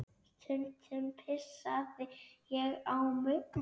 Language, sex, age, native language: Icelandic, female, 9, Icelandic